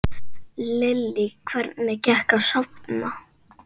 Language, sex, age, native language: Icelandic, male, 8, Icelandic